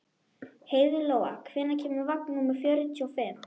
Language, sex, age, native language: Icelandic, female, 12, Icelandic